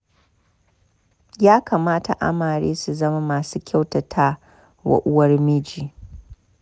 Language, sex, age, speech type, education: Hausa, female, 30-45, spontaneous, tertiary